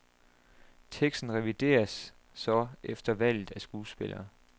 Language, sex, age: Danish, male, 27